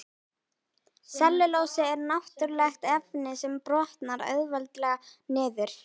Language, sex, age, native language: Icelandic, female, 18-19, Icelandic